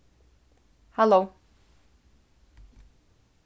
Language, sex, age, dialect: Faroese, female, 15-35, Suðurstreymoy